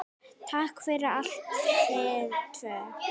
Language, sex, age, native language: Icelandic, female, 9, Icelandic